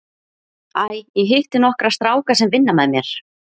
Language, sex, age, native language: Icelandic, female, 30-39, Icelandic